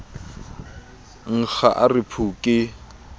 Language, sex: Southern Sotho, male